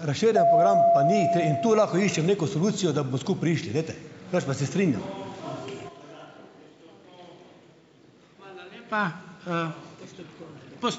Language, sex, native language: Slovenian, male, Slovenian